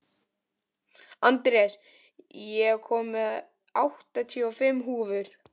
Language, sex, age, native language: Icelandic, male, 12, Icelandic